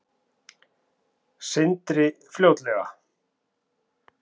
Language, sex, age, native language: Icelandic, male, 40-49, Icelandic